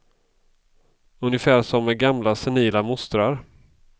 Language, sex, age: Swedish, male, 32